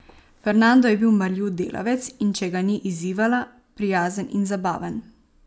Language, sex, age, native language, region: Slovenian, female, 18-29, Slovenian, Savinja region